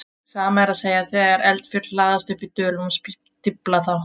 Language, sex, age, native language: Icelandic, female, 20-29, Icelandic